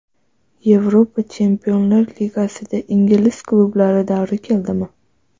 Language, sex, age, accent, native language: Uzbek, female, 12-17, Toshkent viloyati, Uzbek